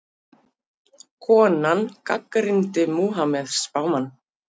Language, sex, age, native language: Icelandic, female, 50-59, Icelandic